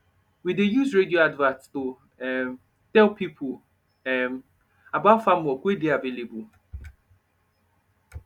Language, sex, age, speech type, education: Nigerian Pidgin, male, 15-29, spontaneous, tertiary